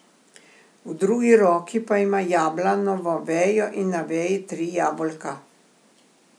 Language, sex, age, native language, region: Slovenian, female, 60+, Slovenian, Primorsko-notranjska region